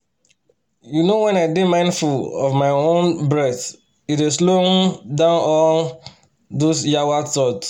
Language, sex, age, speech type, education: Nigerian Pidgin, male, 30-45, spontaneous, tertiary